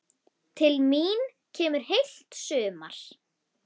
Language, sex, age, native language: Icelandic, female, 10, Icelandic